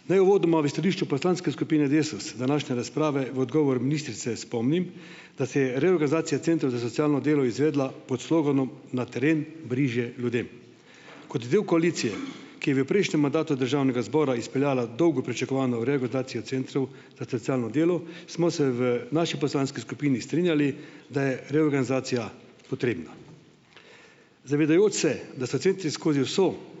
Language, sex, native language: Slovenian, male, Slovenian